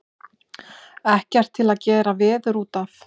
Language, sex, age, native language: Icelandic, male, 11, Icelandic